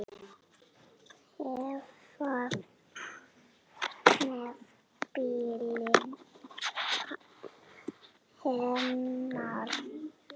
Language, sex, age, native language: Icelandic, male, 7, Icelandic